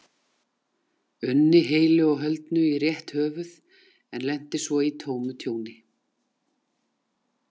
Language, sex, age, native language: Icelandic, female, 40-49, Icelandic